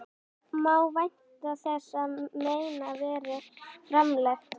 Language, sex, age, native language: Icelandic, female, 11, Icelandic